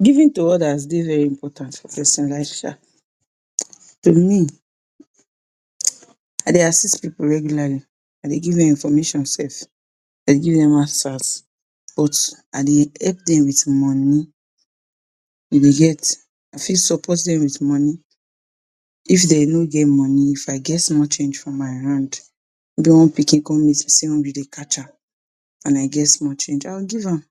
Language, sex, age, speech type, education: Nigerian Pidgin, female, 46-60, spontaneous, tertiary